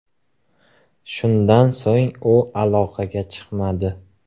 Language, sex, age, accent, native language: Uzbek, male, 18-24, Qashqadaryo, Uzbek